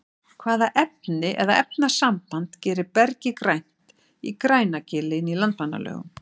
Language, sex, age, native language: Icelandic, female, 60-69, Icelandic